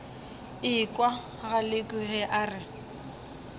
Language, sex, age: Northern Sotho, female, 20